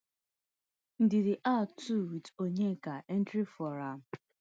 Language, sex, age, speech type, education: Nigerian Pidgin, female, 30-45, spontaneous, tertiary